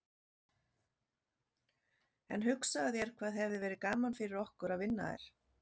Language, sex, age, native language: Icelandic, female, 40-49, Icelandic